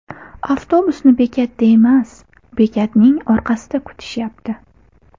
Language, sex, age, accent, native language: Uzbek, female, 18-24, Buxoro, Uzbek